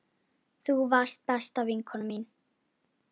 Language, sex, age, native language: Icelandic, female, 10, Icelandic